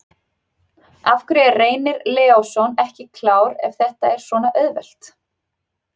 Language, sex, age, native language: Icelandic, female, 30-39, Icelandic